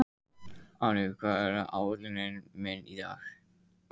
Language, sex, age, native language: Icelandic, male, 15, Icelandic